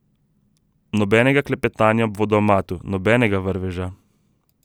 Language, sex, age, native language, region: Slovenian, male, 30-49, Slovenian, Southeast Slovenia